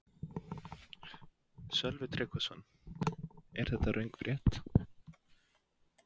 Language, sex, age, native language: Icelandic, male, 20-29, Icelandic